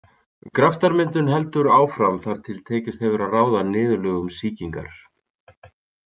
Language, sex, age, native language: Icelandic, male, 30-39, Icelandic